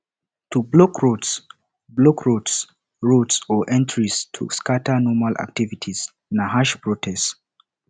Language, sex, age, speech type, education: Nigerian Pidgin, male, 15-29, spontaneous, tertiary